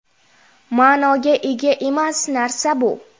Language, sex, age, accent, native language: Uzbek, female, 12-17, Jizzax, Uzbek